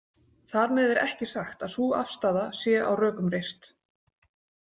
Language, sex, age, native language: Icelandic, female, 40-49, Icelandic